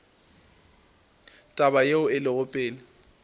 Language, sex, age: Northern Sotho, male, 20